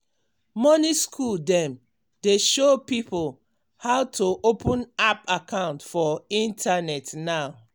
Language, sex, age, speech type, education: Nigerian Pidgin, female, 46-60, spontaneous, tertiary